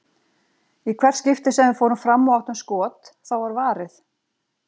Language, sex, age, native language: Icelandic, female, 40-49, Icelandic